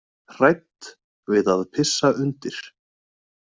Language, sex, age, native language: Icelandic, male, 20-29, Icelandic